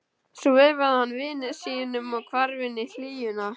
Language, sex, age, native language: Icelandic, male, 12, Icelandic